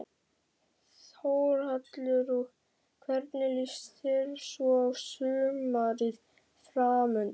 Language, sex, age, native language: Icelandic, male, 12, Icelandic